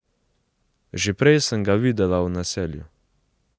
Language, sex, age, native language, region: Slovenian, male, 18-29, Slovenian, Savinja region